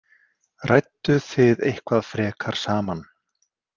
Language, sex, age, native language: Icelandic, male, 50-59, Icelandic